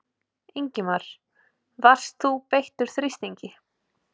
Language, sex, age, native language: Icelandic, female, 20-29, Icelandic